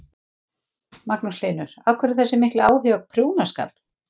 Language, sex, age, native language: Icelandic, female, 40-49, Icelandic